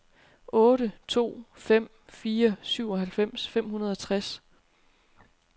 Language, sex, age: Danish, female, 30